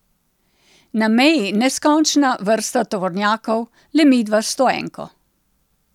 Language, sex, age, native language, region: Slovenian, female, 60+, Slovenian, Central Slovenia